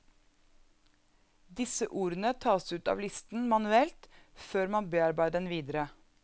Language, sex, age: Norwegian, female, 34